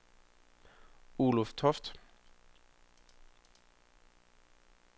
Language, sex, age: Danish, male, 25